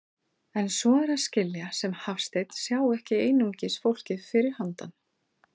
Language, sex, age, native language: Icelandic, female, 40-49, Icelandic